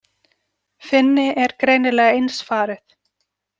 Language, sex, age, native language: Icelandic, female, 40-49, Icelandic